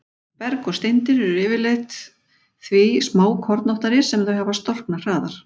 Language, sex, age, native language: Icelandic, female, 40-49, Icelandic